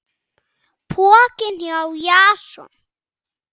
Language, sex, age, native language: Icelandic, male, 7, Icelandic